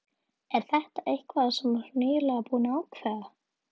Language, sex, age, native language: Icelandic, female, 11, Icelandic